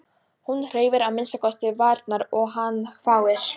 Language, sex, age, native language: Icelandic, female, 18-19, Polish